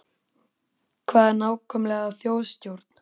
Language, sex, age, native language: Icelandic, male, 13, Icelandic